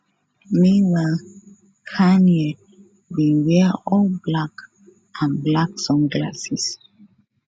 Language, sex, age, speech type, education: Nigerian Pidgin, female, 15-29, spontaneous, tertiary